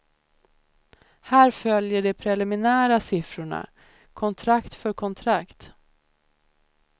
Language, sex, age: Swedish, female, 30